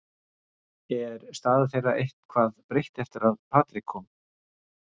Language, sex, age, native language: Icelandic, male, 60-69, Icelandic